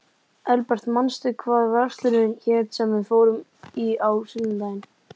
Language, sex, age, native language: Icelandic, male, 11, Icelandic